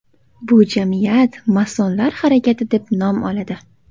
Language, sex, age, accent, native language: Uzbek, female, under 19, Toshkent shahri, Uzbek